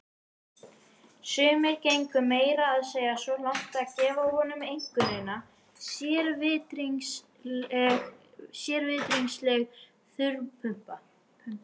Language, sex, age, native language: Icelandic, female, 18-19, Icelandic